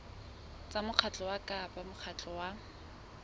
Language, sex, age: Southern Sotho, female, 20